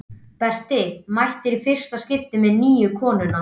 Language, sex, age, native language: Icelandic, male, 12, Icelandic